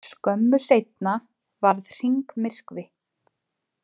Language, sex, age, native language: Icelandic, female, 20-29, Icelandic